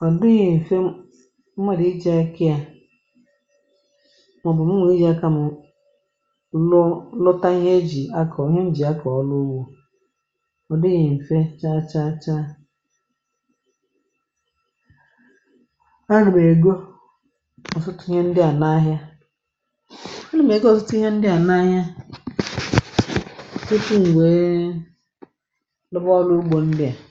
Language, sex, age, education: Igbo, female, 46-60, tertiary